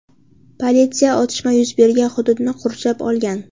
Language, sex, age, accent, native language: Uzbek, female, under 19, Qashqadaryo, Uzbek